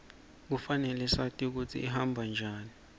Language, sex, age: Swati, male, 24